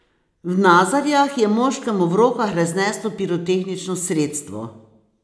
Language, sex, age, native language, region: Slovenian, female, 60+, Slovenian, Posavska region